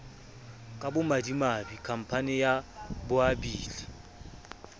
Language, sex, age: Southern Sotho, male, 24